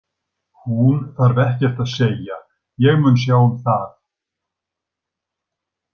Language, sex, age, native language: Icelandic, male, 60-69, Icelandic